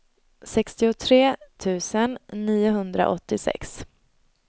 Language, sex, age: Swedish, female, 22